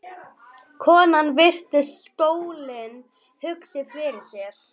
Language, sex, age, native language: Icelandic, female, 11, Icelandic